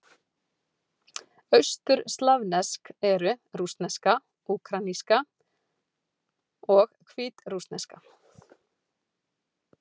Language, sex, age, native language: Icelandic, female, 40-49, Icelandic